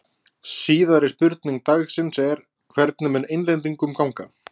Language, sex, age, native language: Icelandic, male, 20-29, Icelandic